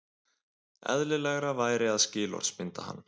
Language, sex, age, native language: Icelandic, male, 20-29, Icelandic